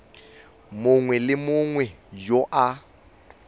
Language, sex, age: Tswana, male, 18